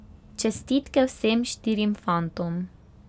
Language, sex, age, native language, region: Slovenian, female, 18-29, Slovenian, Pomurje region